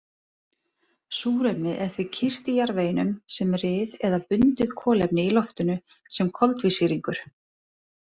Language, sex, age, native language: Icelandic, female, 30-39, Icelandic